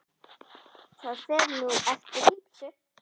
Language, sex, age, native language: Icelandic, female, 8, Icelandic